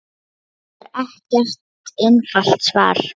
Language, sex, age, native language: Icelandic, female, 9, Lithuanian